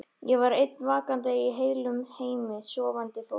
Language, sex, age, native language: Icelandic, female, 13, Icelandic